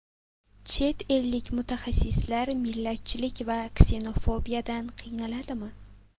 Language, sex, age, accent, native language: Uzbek, female, 18-24, Sirdaryo, Uzbek